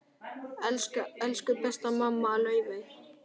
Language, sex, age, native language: Icelandic, male, 9, Icelandic